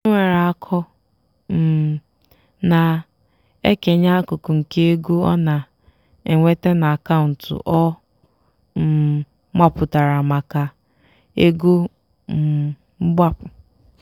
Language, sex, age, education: Igbo, female, 15-29, tertiary